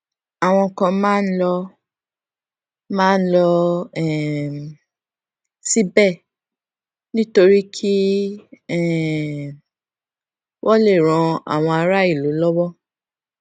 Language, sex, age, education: Yoruba, female, 15-29, tertiary